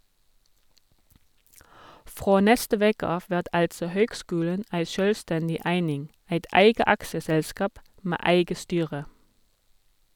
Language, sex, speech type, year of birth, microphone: Norwegian, female, read, 1979, Sennheiser